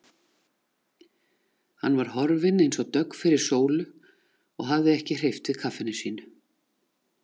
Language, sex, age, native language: Icelandic, female, 40-49, Icelandic